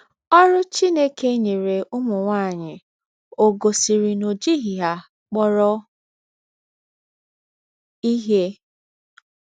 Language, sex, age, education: Igbo, female, 15-29, tertiary